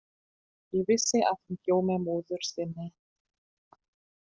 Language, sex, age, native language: Icelandic, female, 40-49, German